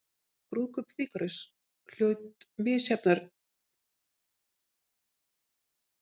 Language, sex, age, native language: Icelandic, female, 50-59, Icelandic